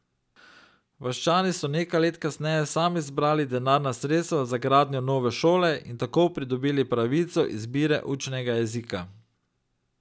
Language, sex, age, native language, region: Slovenian, male, 30-49, Slovenian, Drava region